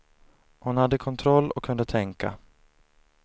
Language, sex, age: Swedish, male, 30